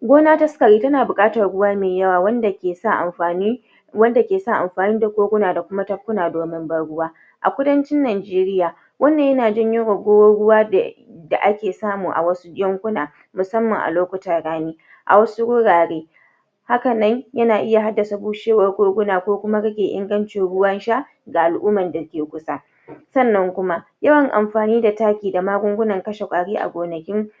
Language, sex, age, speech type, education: Hausa, female, 46-60, spontaneous, tertiary